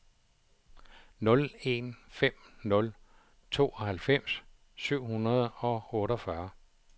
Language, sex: Danish, male